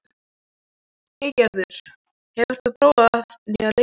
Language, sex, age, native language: Icelandic, male, 14, Icelandic